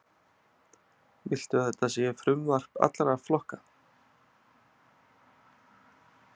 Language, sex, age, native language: Icelandic, male, 30-39, Icelandic